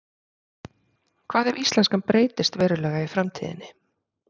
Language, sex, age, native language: Icelandic, female, 30-39, Icelandic